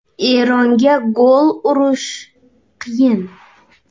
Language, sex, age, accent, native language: Uzbek, female, 19-29, Xorazm, Uzbek